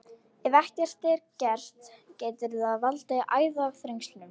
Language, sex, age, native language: Icelandic, female, 18-19, Icelandic